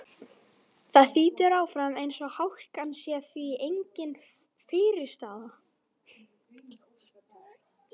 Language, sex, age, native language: Icelandic, female, 12, Icelandic